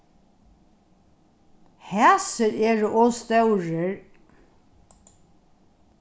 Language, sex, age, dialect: Faroese, female, 61+, Norðurstreymoy/Eysturoy